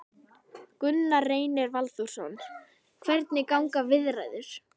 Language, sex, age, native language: Icelandic, female, 11, Icelandic